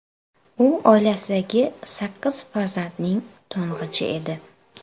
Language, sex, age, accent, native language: Uzbek, female, 25-34, Toshkent shahri, Uzbek